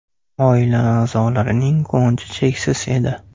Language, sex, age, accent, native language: Uzbek, male, 18-24, Andijon, Uzbek